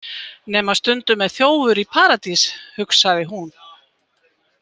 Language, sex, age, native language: Icelandic, female, 20-29, Icelandic